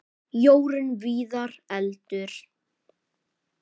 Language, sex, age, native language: Icelandic, male, 10, Icelandic